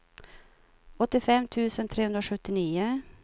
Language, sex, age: Swedish, female, 52